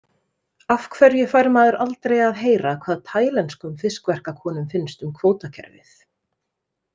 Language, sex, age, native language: Icelandic, female, 30-39, Icelandic